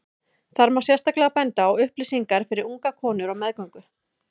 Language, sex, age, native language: Icelandic, female, 30-39, Icelandic